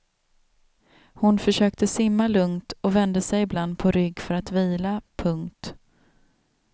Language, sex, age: Swedish, female, 27